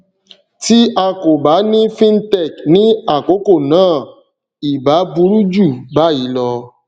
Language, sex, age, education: Yoruba, male, 30-45, tertiary